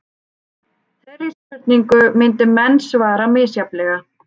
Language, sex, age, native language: Icelandic, female, 30-39, Icelandic